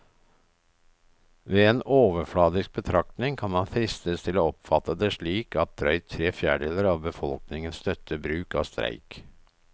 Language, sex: Norwegian, male